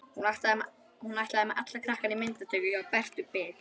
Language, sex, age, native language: Icelandic, male, 11, Icelandic